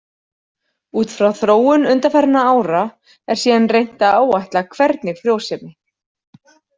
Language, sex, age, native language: Icelandic, female, 40-49, Icelandic